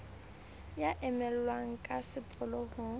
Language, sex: Southern Sotho, female